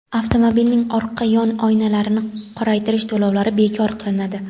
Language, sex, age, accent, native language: Uzbek, female, 18-24, Andijon, Uzbek